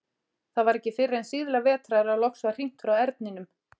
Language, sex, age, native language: Icelandic, female, 40-49, Icelandic